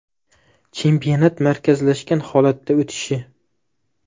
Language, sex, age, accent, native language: Uzbek, male, 18-24, Jizzax, Uzbek